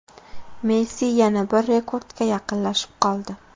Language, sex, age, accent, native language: Uzbek, female, 18-24, Farg'ona, Uzbek